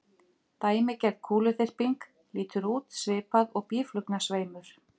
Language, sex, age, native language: Icelandic, female, 50-59, Icelandic